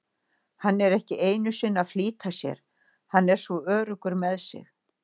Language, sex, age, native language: Icelandic, female, 60-69, Icelandic